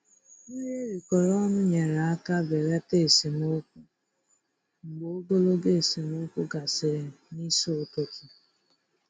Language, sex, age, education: Igbo, female, 15-29, tertiary